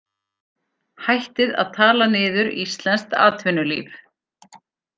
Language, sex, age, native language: Icelandic, female, 40-49, Icelandic